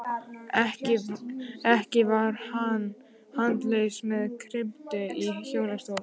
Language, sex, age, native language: Icelandic, male, 12, Icelandic